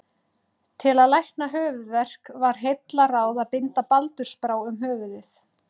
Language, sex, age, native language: Icelandic, female, 30-39, Icelandic